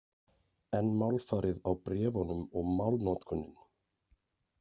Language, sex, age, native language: Icelandic, male, 40-49, Icelandic